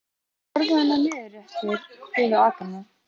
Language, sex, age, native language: Icelandic, female, 11, Icelandic